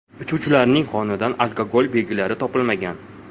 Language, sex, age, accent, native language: Uzbek, male, 18-24, Toshkent viloyati, Uzbek